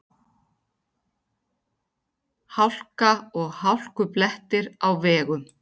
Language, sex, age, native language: Icelandic, female, 40-49, Icelandic